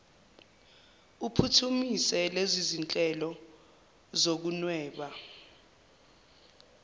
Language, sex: Zulu, male